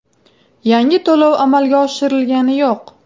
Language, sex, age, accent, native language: Uzbek, female, 18-24, Farg'ona, Uzbek